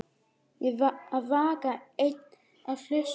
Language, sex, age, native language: Icelandic, male, 9, Icelandic